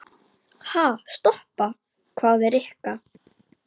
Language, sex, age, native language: Icelandic, female, 9, Icelandic